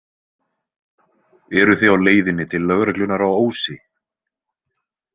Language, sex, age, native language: Icelandic, male, 20-29, Icelandic